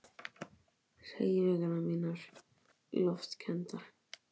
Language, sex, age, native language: Icelandic, male, 18-19, Icelandic